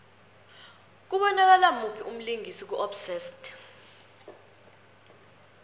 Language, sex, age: South Ndebele, female, 21